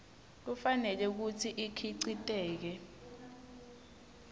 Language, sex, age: Swati, female, 20